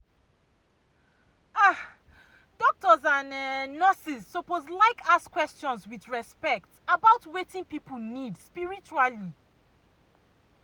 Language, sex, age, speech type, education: Nigerian Pidgin, female, 30-45, spontaneous, tertiary